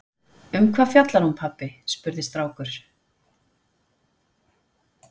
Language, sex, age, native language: Icelandic, female, 40-49, Icelandic